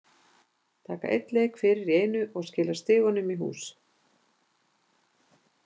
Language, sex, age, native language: Icelandic, female, 50-59, Icelandic